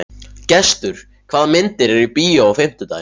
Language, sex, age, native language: Icelandic, male, 14, Icelandic